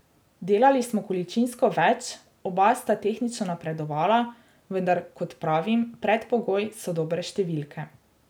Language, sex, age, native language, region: Slovenian, female, 18-29, Slovenian, Drava region